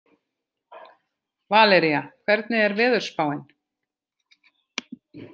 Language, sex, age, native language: Icelandic, female, 50-59, Icelandic